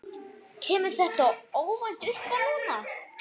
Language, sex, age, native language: Icelandic, male, 9, Icelandic